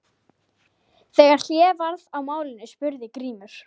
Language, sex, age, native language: Icelandic, female, 12, Icelandic